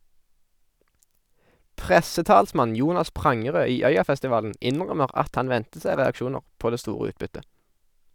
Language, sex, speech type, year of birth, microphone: Norwegian, male, read, 1991, Sennheiser